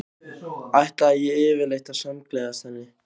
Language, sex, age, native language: Icelandic, other, 15, Icelandic